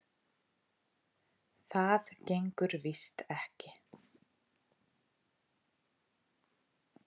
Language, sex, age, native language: Icelandic, female, 40-49, Icelandic